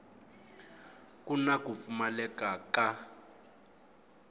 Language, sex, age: Tsonga, male, 22